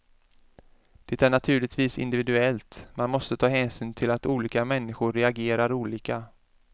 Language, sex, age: Swedish, male, 33